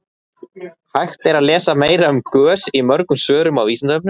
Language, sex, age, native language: Icelandic, male, 30-39, Icelandic